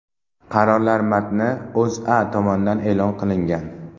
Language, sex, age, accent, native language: Uzbek, male, 12-17, Namangan, Uzbek